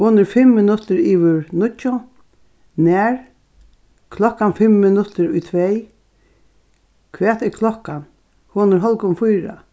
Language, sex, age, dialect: Faroese, female, 61+, Norðurstreymoy/Eysturoy